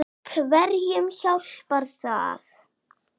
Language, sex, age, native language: Icelandic, male, 7, Icelandic